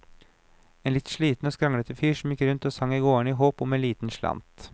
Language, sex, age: Norwegian, male, 29